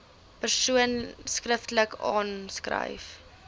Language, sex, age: Afrikaans, female, 20